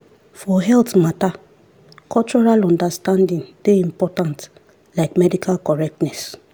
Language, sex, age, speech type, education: Nigerian Pidgin, female, 30-45, spontaneous, tertiary